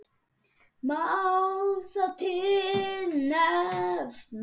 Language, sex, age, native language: Icelandic, male, 10, Icelandic